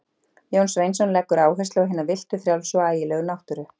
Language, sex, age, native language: Icelandic, female, 40-49, Icelandic